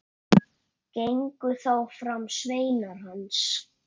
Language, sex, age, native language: Icelandic, male, 8, Icelandic